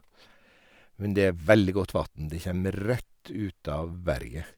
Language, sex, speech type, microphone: Norwegian, male, spontaneous, Sennheiser